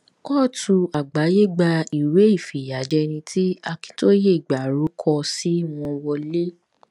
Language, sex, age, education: Yoruba, female, 15-29, tertiary